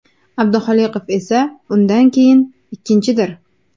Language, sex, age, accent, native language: Uzbek, female, 19-29, Farg'ona, Uzbek